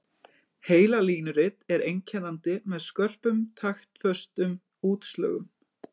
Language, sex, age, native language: Icelandic, male, 20-29, Icelandic